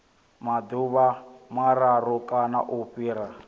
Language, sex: Venda, male